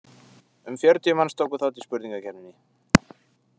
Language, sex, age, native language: Icelandic, male, 20-29, Icelandic